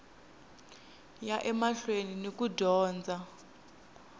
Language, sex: Tsonga, female